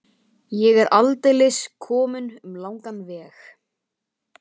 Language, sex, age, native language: Icelandic, male, 12, Icelandic